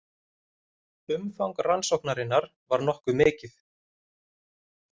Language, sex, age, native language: Icelandic, male, 30-39, Icelandic